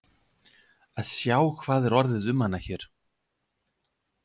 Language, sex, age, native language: Icelandic, male, 50-59, Icelandic